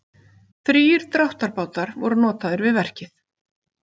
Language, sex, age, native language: Icelandic, female, 50-59, Icelandic